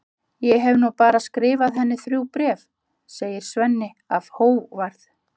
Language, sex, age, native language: Icelandic, female, 50-59, Icelandic